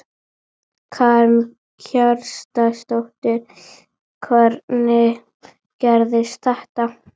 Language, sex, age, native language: Icelandic, female, 12, Icelandic